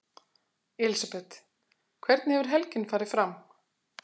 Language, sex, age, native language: Icelandic, female, 40-49, Icelandic